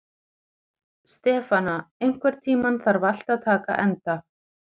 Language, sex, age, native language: Icelandic, female, 40-49, Icelandic